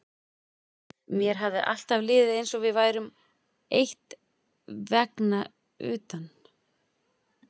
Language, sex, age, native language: Icelandic, female, 40-49, Icelandic